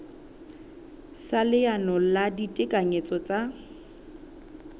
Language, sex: Southern Sotho, female